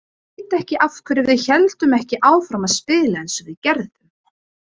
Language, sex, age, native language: Icelandic, female, 20-29, Icelandic